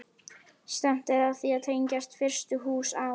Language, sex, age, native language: Icelandic, female, 11, Icelandic